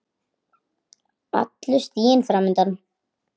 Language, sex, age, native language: Icelandic, female, 8, Icelandic